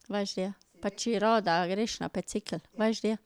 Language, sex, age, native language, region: Slovenian, female, 50-59, Slovenian, Drava region